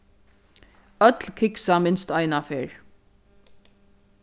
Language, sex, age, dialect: Faroese, female, 36-60, Norðurstreymoy/Eysturoy